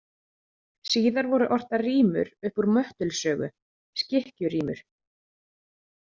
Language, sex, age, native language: Icelandic, female, 30-39, Icelandic